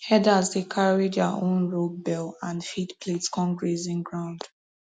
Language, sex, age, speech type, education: Nigerian Pidgin, female, 15-29, spontaneous, tertiary